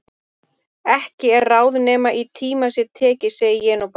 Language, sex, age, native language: Icelandic, female, 30-39, Icelandic